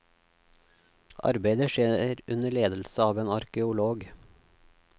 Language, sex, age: Norwegian, male, 36